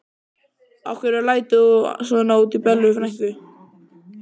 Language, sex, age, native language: Icelandic, male, 12, Icelandic